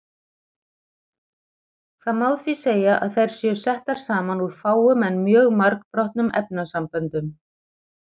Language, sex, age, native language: Icelandic, female, 40-49, Icelandic